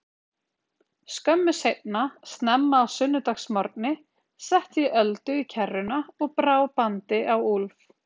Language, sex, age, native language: Icelandic, female, 30-39, Icelandic